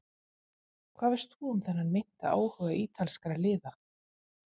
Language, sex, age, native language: Icelandic, female, 50-59, Icelandic